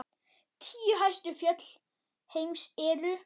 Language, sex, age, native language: Icelandic, male, 8, Icelandic